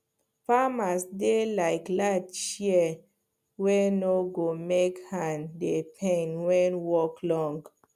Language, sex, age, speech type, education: Nigerian Pidgin, female, 15-29, spontaneous, tertiary